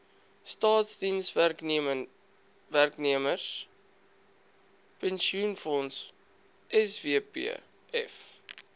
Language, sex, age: Afrikaans, male, 22